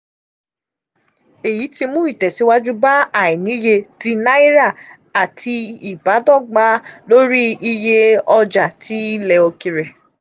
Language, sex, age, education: Yoruba, female, 15-29, tertiary